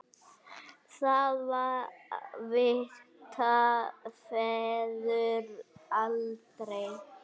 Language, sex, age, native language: Icelandic, male, 8, Icelandic